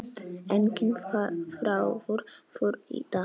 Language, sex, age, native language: Icelandic, male, 6, Polish